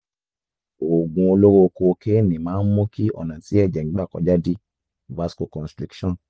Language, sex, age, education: Yoruba, male, 15-29, tertiary